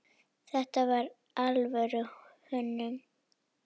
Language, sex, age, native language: Icelandic, female, 9, Icelandic